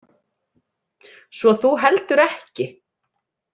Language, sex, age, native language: Icelandic, female, 30-39, Icelandic